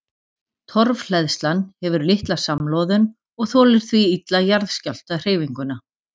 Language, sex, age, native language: Icelandic, female, 40-49, Icelandic